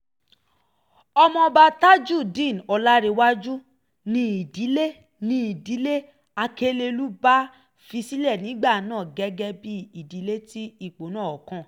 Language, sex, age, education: Yoruba, female, 15-29, tertiary